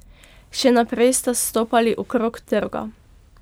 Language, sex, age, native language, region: Slovenian, female, 12-17, Slovenian, Pomurje region